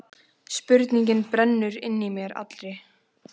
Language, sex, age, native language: Icelandic, female, 14, Icelandic